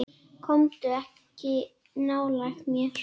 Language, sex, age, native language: Icelandic, female, 10, Icelandic